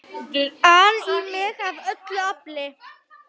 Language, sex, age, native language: Icelandic, male, 12, Icelandic